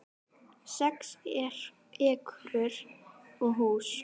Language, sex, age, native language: Icelandic, female, 10, Icelandic